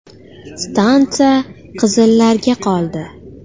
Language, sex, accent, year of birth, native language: Uzbek, female, Farg'ona, 2000, Uzbek